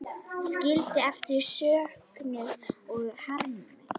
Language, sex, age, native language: Icelandic, female, 10, Icelandic